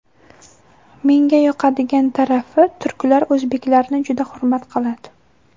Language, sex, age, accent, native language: Uzbek, female, under 19, Toshkent viloyati, Uzbek